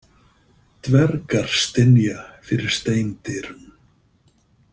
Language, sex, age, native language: Icelandic, male, 50-59, Icelandic